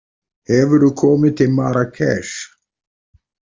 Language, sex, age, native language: Icelandic, male, 40-49, Icelandic